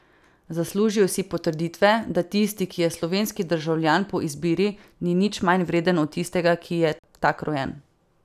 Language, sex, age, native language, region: Slovenian, female, 18-29, Slovenian, Savinja region